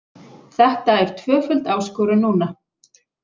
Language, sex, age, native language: Icelandic, female, 40-49, Icelandic